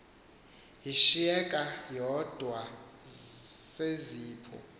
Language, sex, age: Xhosa, male, 18